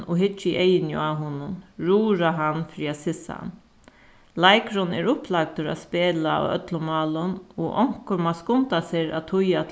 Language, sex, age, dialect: Faroese, female, 36-60, Suðuroy